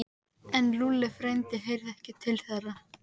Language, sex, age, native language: Icelandic, female, 14, Icelandic